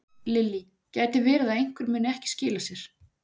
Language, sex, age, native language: Icelandic, female, 40-49, Icelandic